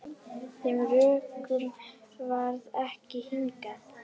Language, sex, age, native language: Icelandic, female, 10, Icelandic